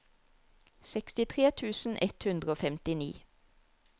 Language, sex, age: Norwegian, female, 34